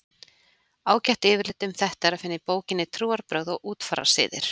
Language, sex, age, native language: Icelandic, female, 40-49, Icelandic